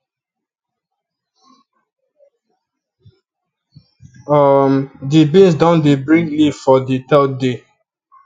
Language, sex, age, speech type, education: Nigerian Pidgin, male, 15-29, spontaneous, tertiary